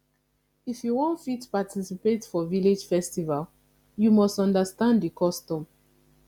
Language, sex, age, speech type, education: Nigerian Pidgin, female, 15-29, spontaneous, tertiary